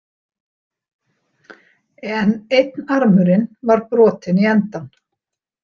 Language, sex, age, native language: Icelandic, female, 60-69, Icelandic